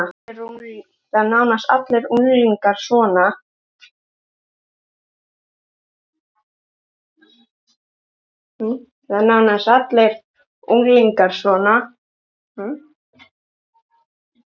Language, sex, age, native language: Icelandic, male, 13, Icelandic